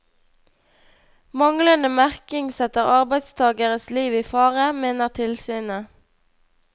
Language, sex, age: Norwegian, female, 21